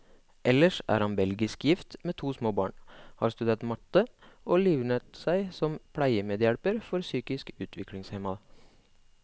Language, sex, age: Norwegian, male, 25